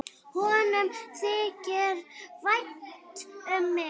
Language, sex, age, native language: Icelandic, female, 9, Icelandic